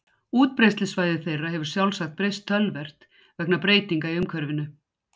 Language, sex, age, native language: Icelandic, female, 60-69, Icelandic